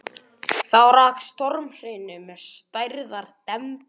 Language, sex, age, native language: Icelandic, male, 11, Icelandic